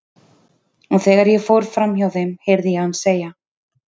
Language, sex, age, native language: Icelandic, female, 30-39, Icelandic